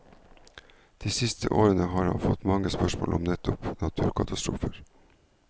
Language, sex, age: Norwegian, male, 49